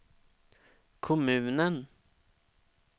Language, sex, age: Swedish, male, 32